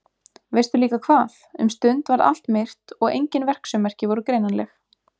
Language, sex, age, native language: Icelandic, female, 20-29, Icelandic